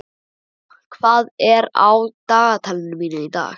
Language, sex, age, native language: Icelandic, male, 11, Icelandic